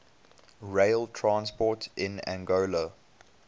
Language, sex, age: English, male, 22